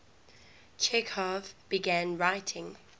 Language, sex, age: English, female, 19